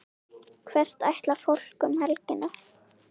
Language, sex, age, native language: Icelandic, female, 9, Icelandic